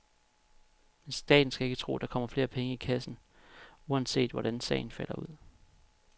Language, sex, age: Danish, male, 31